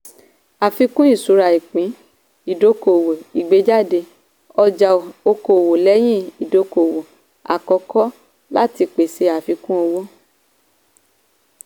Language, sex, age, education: Yoruba, female, 15-29, tertiary